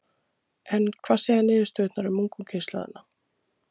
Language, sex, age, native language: Icelandic, female, 30-39, Icelandic